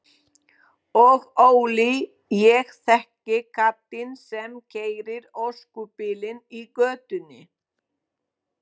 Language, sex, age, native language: Icelandic, female, 20-29, Polish